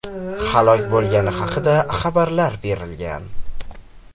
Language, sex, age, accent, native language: Uzbek, male, 18-24, Farg'ona, Uzbek